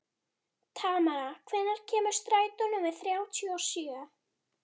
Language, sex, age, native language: Icelandic, female, 12, Icelandic